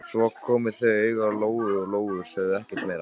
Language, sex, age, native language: Icelandic, male, 13, Icelandic